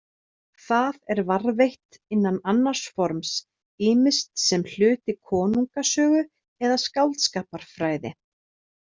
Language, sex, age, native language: Icelandic, female, 30-39, Icelandic